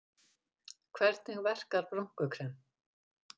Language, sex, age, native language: Icelandic, female, 50-59, Icelandic